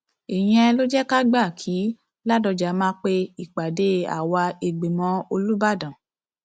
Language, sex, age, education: Yoruba, female, 30-45, tertiary